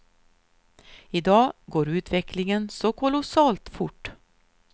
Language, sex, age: Swedish, female, 53